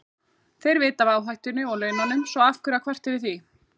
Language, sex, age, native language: Icelandic, female, 30-39, Icelandic